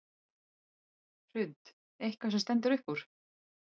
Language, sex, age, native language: Icelandic, female, 30-39, Icelandic